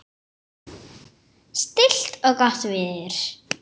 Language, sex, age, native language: Icelandic, female, 7, Icelandic